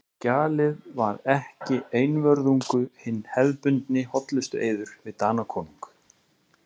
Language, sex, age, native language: Icelandic, male, 40-49, Icelandic